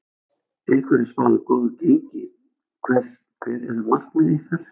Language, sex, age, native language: Icelandic, male, 60-69, Icelandic